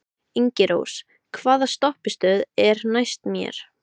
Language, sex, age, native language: Icelandic, female, 12, Icelandic